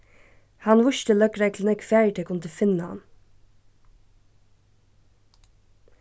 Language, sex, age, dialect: Faroese, female, 15-35, Suðurstreymoy